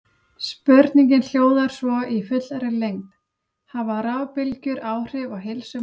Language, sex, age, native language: Icelandic, female, 30-39, Icelandic